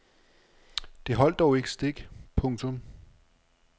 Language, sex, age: Danish, male, 35